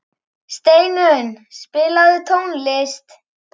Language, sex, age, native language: Icelandic, male, 11, Icelandic